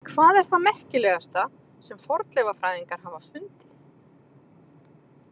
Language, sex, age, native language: Icelandic, female, 30-39, Icelandic